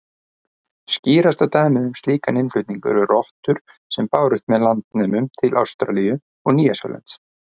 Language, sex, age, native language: Icelandic, male, 30-39, Icelandic